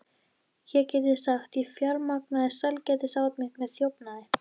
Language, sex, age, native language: Icelandic, female, 13, Icelandic